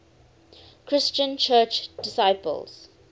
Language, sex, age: English, female, 19